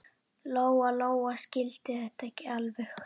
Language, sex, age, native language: Icelandic, female, 8, Icelandic